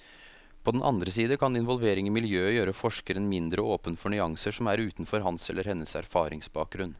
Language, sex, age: Norwegian, male, 33